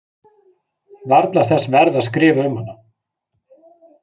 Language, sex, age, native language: Icelandic, male, 40-49, Icelandic